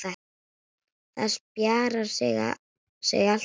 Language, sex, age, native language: Icelandic, female, 9, Icelandic